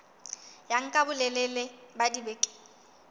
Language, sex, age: Southern Sotho, female, 19